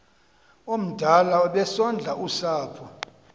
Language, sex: Xhosa, male